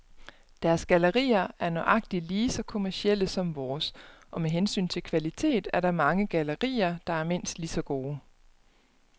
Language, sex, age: Danish, female, 29